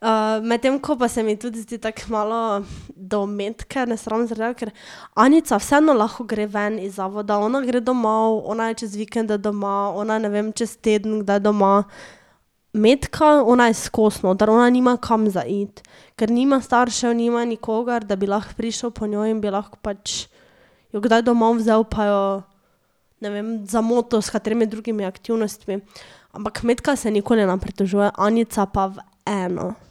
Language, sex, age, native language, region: Slovenian, female, 18-29, Slovenian, Drava region